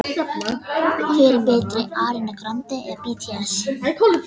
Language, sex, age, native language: Icelandic, female, 18-19, Danish